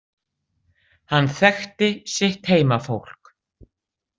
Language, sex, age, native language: Icelandic, female, 60-69, Icelandic